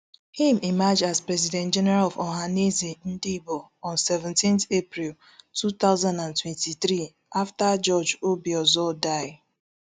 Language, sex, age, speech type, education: Nigerian Pidgin, female, 30-45, spontaneous, tertiary